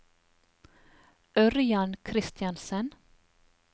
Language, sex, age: Norwegian, female, 44